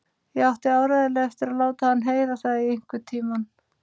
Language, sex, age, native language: Icelandic, female, 30-39, Icelandic